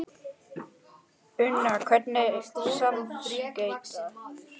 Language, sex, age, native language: Icelandic, male, 11, Icelandic